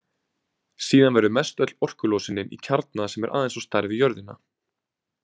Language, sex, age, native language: Icelandic, male, 20-29, Icelandic